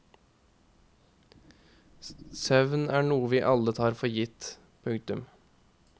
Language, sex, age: Norwegian, male, 21